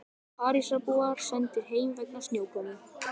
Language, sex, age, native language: Icelandic, male, 18-19, Icelandic